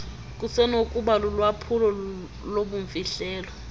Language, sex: Xhosa, female